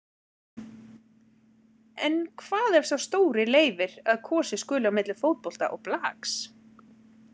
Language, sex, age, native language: Icelandic, female, 40-49, Icelandic